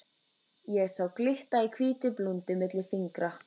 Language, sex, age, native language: Icelandic, female, 14, Icelandic